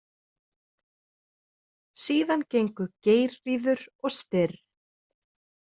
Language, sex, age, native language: Icelandic, female, 30-39, Icelandic